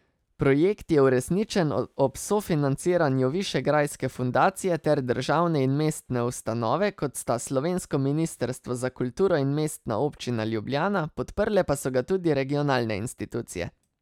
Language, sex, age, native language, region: Slovenian, male, 30-49, Slovenian, Savinja region